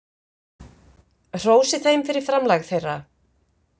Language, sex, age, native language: Icelandic, female, 50-59, Icelandic